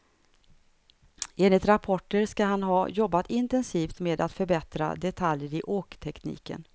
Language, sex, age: Swedish, female, 59